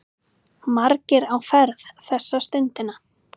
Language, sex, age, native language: Icelandic, female, 30-39, Icelandic